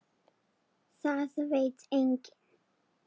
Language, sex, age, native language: Icelandic, female, 8, Serbo-Croatian